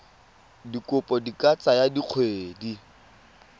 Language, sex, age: Tswana, male, 19